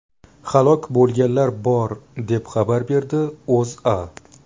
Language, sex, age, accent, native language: Uzbek, male, 19-29, Buxoro, Uzbek